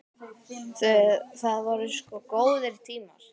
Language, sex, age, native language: Icelandic, male, 10, Icelandic